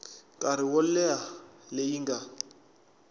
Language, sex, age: Tsonga, male, 24